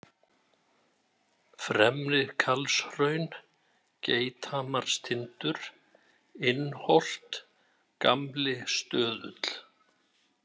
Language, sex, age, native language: Icelandic, male, 60-69, Icelandic